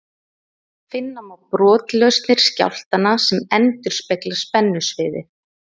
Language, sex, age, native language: Icelandic, female, 30-39, Icelandic